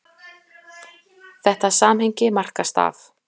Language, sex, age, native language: Icelandic, female, 40-49, Icelandic